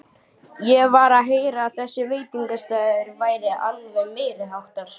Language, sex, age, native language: Icelandic, male, 12, Icelandic